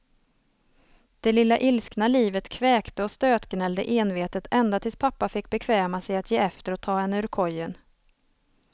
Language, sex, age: Swedish, female, 27